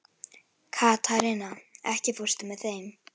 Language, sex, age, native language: Icelandic, female, 11, Icelandic